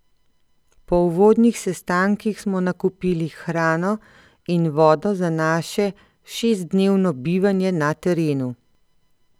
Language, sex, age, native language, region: Slovenian, female, 50-59, Slovenian, Central Slovenia